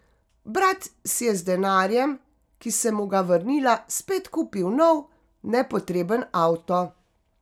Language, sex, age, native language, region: Slovenian, female, 50-59, Slovenian, Carinthia region